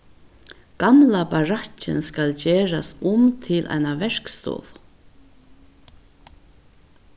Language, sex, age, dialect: Faroese, female, 61+, Vágar